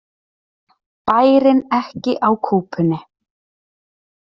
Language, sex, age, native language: Icelandic, female, 30-39, Icelandic